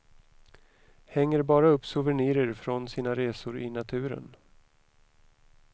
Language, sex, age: Swedish, male, 41